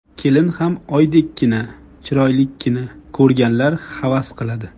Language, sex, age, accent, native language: Uzbek, male, 25-34, Jizzax, Uzbek